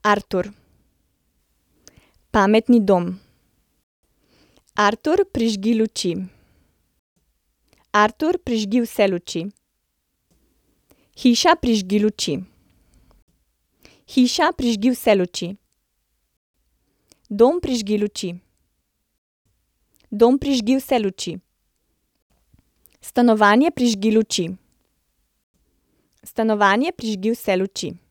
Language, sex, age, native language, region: Slovenian, female, 30-49, Slovenian, Central Slovenia